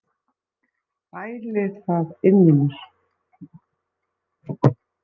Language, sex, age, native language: Icelandic, female, 50-59, Icelandic